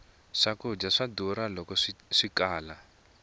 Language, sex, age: Tsonga, male, 20